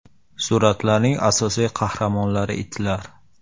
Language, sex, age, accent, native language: Uzbek, male, 18-24, Samarqand, Uzbek